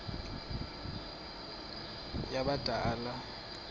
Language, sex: Xhosa, male